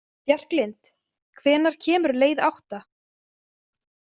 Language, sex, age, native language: Icelandic, female, 20-29, Icelandic